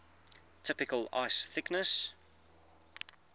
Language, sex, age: English, male, 21